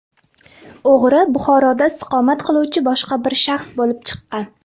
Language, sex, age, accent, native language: Uzbek, female, 19-29, Farg'ona, Uzbek